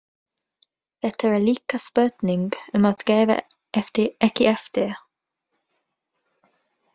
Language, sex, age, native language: Icelandic, female, 20-29, English